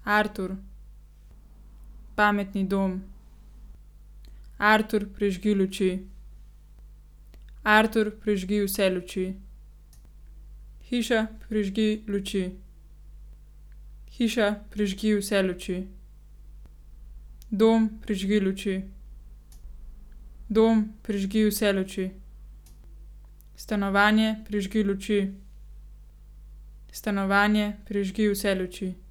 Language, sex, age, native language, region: Slovenian, female, 18-29, Slovenian, Gorenjska region